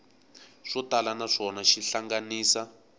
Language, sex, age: Tsonga, male, 18